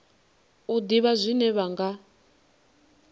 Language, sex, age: Venda, female, 19